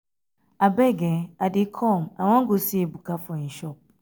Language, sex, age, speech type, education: Nigerian Pidgin, female, 15-29, spontaneous, tertiary